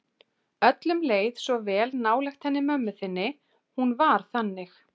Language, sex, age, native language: Icelandic, female, 30-39, Icelandic